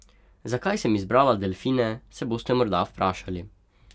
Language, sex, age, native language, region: Slovenian, male, 18-29, Slovenian, Pomurje region